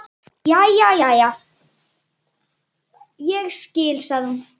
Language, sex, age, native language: Icelandic, female, 10, Icelandic